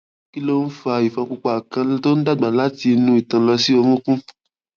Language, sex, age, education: Yoruba, male, 15-29, tertiary